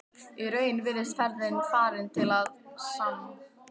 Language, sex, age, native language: Icelandic, female, 12, Icelandic